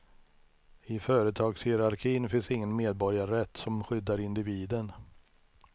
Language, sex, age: Swedish, male, 63